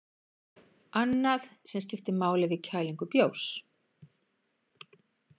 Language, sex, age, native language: Icelandic, female, 70-79, Icelandic